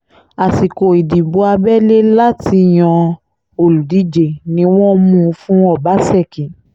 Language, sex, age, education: Yoruba, female, 15-29, tertiary